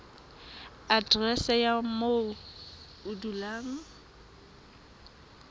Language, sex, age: Southern Sotho, female, 21